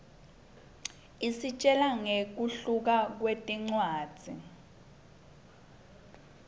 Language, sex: Swati, female